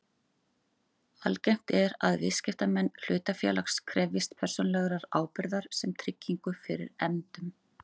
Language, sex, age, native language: Icelandic, female, 40-49, Icelandic